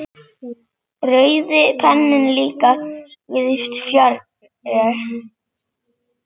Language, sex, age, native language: Icelandic, female, 7, Icelandic